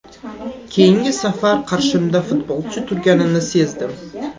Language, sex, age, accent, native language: Uzbek, male, 18-24, Samarqand, Uzbek